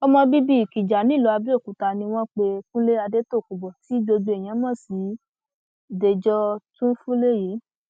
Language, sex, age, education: Yoruba, female, 15-29, tertiary